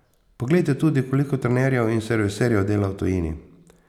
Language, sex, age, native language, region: Slovenian, male, 50-59, Slovenian, Posavska region